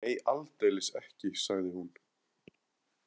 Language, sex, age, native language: Icelandic, male, 30-39, Icelandic